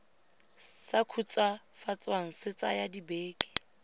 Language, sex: Tswana, female